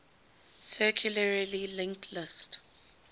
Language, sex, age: English, female, 19